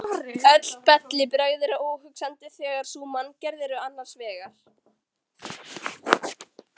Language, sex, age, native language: Icelandic, female, 13, Icelandic